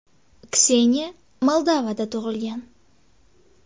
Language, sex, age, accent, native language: Uzbek, female, 19-29, Qashqadaryo, Uzbek